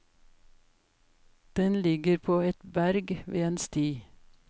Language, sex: Norwegian, female